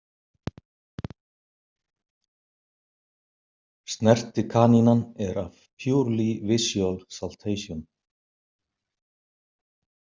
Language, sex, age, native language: Icelandic, male, 50-59, Icelandic